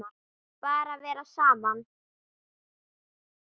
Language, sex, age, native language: Icelandic, female, 10, Icelandic